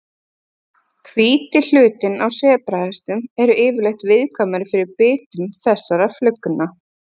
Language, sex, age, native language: Icelandic, female, 30-39, Icelandic